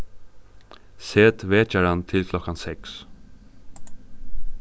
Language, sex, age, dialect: Faroese, male, 15-35, Suðurstreymoy